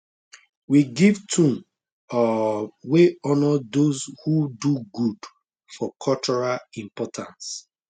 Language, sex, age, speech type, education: Nigerian Pidgin, male, 30-45, spontaneous, tertiary